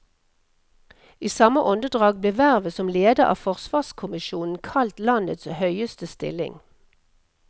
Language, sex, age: Norwegian, female, 57